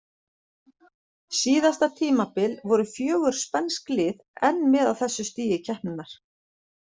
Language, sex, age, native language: Icelandic, female, 40-49, Icelandic